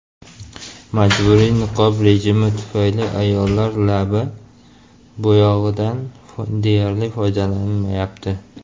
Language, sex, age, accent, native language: Uzbek, male, 19-29, Sirdaryo, Uzbek